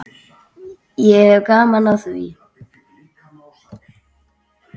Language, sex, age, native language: Icelandic, male, 8, Icelandic